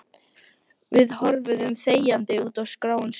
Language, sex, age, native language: Icelandic, female, 12, Icelandic